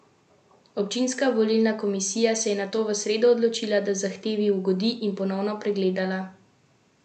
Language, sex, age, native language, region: Slovenian, female, 18-29, Slovenian, Central Slovenia